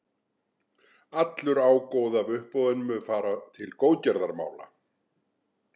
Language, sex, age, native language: Icelandic, male, 60-69, Icelandic